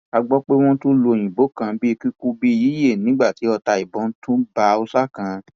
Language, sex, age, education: Yoruba, male, 15-29, tertiary